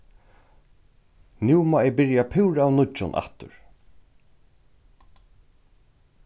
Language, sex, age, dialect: Faroese, male, 36-60, Norðurstreymoy/Eysturoy